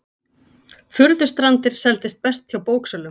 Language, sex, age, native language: Icelandic, female, 40-49, Icelandic